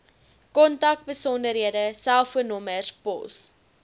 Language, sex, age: Afrikaans, female, 19